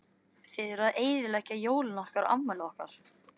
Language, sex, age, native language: Icelandic, male, 13, Icelandic